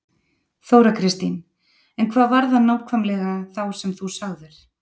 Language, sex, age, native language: Icelandic, female, 30-39, Icelandic